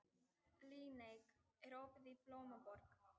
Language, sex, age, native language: Icelandic, female, 18-19, Icelandic